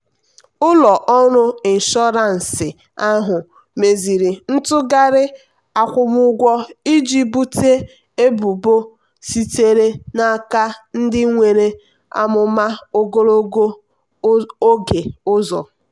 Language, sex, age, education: Igbo, female, 15-29, tertiary